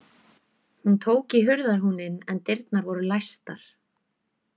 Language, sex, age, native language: Icelandic, female, 20-29, Icelandic